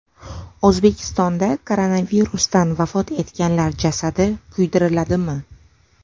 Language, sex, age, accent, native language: Uzbek, female, 25-34, Samarqand, Uzbek